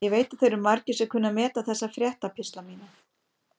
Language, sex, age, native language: Icelandic, female, 50-59, Icelandic